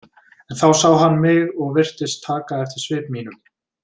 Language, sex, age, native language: Icelandic, male, 20-29, Icelandic